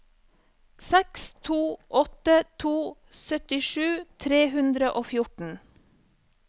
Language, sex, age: Norwegian, female, 34